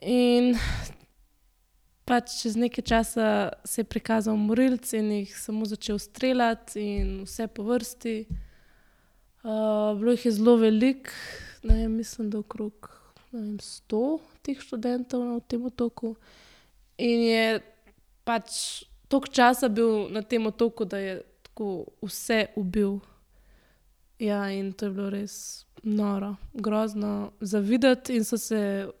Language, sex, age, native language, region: Slovenian, female, 18-29, Slovenian, Central Slovenia